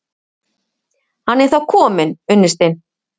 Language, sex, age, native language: Icelandic, female, 50-59, Icelandic